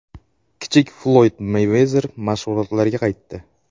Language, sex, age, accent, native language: Uzbek, male, 18-24, Namangan, Uzbek